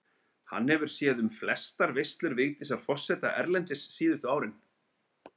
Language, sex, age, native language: Icelandic, male, 30-39, Icelandic